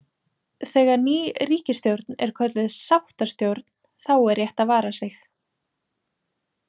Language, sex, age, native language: Icelandic, female, 20-29, Icelandic